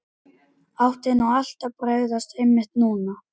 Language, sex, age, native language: Icelandic, male, 11, Icelandic